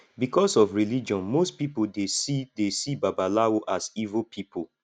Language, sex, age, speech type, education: Nigerian Pidgin, male, 15-29, spontaneous, tertiary